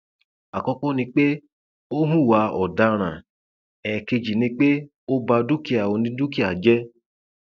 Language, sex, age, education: Yoruba, male, 30-45, tertiary